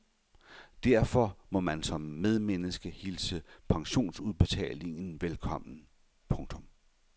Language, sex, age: Danish, male, 51